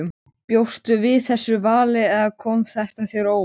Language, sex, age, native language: Icelandic, male, 13, Icelandic